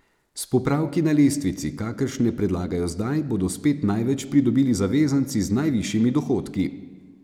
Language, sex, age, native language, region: Slovenian, male, 30-49, Slovenian, Savinja region